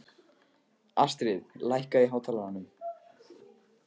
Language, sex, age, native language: Icelandic, male, 15, Icelandic